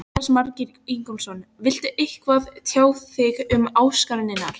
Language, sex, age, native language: Icelandic, female, 14, Filipino